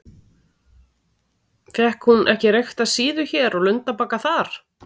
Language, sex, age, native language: Icelandic, female, 40-49, Icelandic